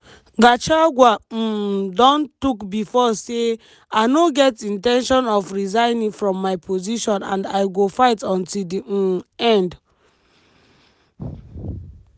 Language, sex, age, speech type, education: Nigerian Pidgin, female, 15-29, spontaneous, tertiary